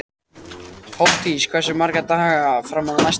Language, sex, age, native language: Icelandic, male, 14, Icelandic